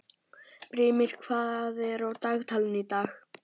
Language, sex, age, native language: Icelandic, male, 12, Icelandic